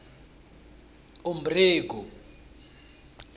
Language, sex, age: South Ndebele, male, 26